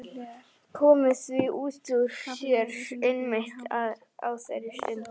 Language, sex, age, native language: Icelandic, female, 11, Icelandic